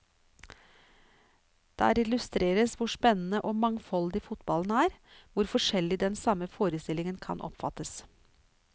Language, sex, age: Norwegian, female, 49